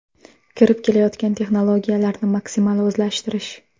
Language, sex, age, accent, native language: Uzbek, female, 18-24, Samarqand, Uzbek